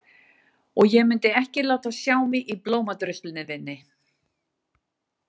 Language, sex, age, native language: Icelandic, female, 60-69, Icelandic